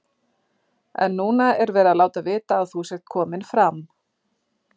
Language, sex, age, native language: Icelandic, female, 40-49, Icelandic